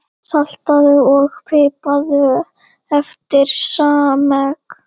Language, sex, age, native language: Icelandic, female, 8, Icelandic